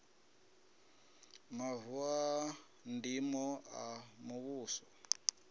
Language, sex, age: Venda, male, 33